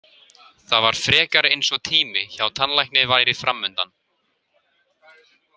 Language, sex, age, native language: Icelandic, male, 18-19, Icelandic